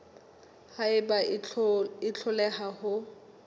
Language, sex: Southern Sotho, female